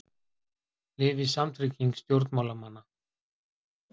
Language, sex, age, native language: Icelandic, male, 40-49, Icelandic